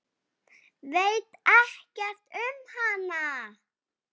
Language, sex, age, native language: Icelandic, female, 7, Icelandic